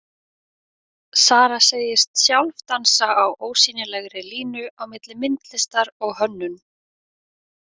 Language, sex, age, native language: Icelandic, female, 20-29, Icelandic